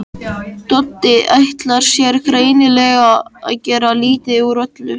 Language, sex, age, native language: Icelandic, male, 13, Icelandic